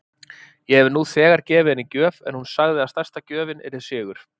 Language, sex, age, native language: Icelandic, male, 30-39, Icelandic